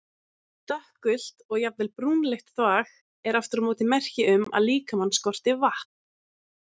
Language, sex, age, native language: Icelandic, female, 30-39, Icelandic